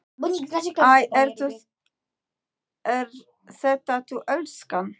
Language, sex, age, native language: Icelandic, female, 9, Icelandic